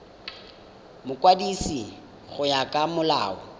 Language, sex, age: Tswana, male, 19